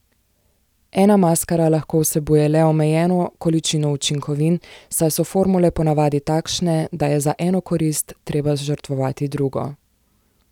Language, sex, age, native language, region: Slovenian, female, 18-29, Slovenian, Zasavska region